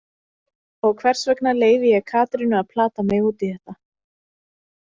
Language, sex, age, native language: Icelandic, female, 30-39, Icelandic